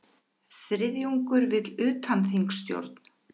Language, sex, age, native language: Icelandic, female, 50-59, Icelandic